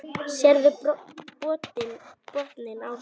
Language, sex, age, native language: Icelandic, female, 10, Icelandic